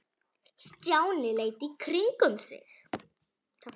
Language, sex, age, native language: Icelandic, female, 10, Icelandic